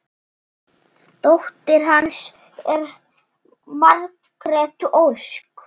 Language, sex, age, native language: Icelandic, male, 6, Icelandic